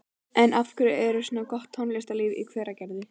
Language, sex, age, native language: Icelandic, female, 12, Icelandic